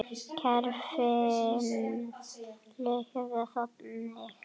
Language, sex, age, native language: Icelandic, female, 8, Icelandic